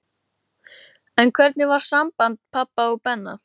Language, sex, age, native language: Icelandic, male, 12, Icelandic